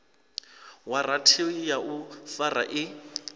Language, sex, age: Venda, male, 26